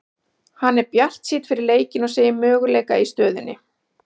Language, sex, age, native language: Icelandic, female, 40-49, Icelandic